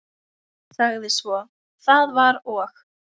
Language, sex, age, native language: Icelandic, female, 6, Icelandic